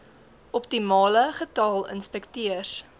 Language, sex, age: Afrikaans, female, 18